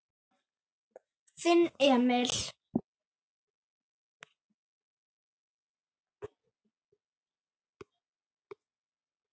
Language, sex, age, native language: Icelandic, female, 8, Icelandic